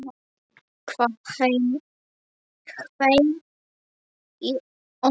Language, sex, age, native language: Icelandic, male, 7, Polish